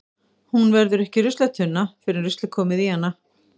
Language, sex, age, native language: Icelandic, female, 50-59, Icelandic